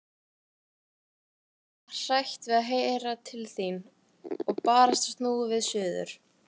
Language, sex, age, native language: Icelandic, female, 18-19, Icelandic